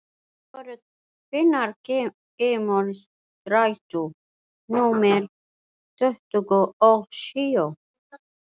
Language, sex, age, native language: Icelandic, female, 40-49, Icelandic